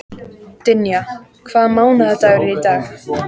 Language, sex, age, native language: Icelandic, female, 14, Icelandic